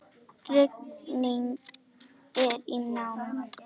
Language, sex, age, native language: Icelandic, female, 10, Icelandic